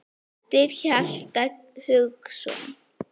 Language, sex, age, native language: Icelandic, female, 9, Icelandic